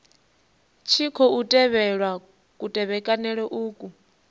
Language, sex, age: Venda, female, 19